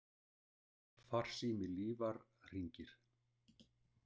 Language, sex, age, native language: Icelandic, male, 60-69, Icelandic